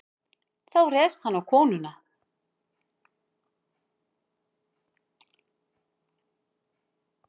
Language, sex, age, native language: Icelandic, female, 50-59, Icelandic